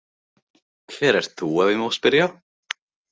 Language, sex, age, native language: Icelandic, male, 15, Icelandic